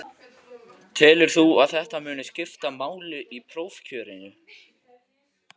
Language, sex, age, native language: Icelandic, male, 14, Icelandic